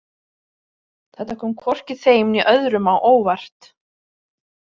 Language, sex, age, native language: Icelandic, female, 30-39, Icelandic